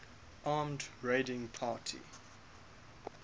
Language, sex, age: English, male, 21